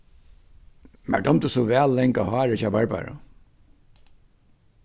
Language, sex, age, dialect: Faroese, male, 61+, Vágar